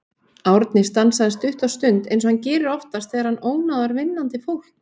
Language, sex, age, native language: Icelandic, female, 18-19, Icelandic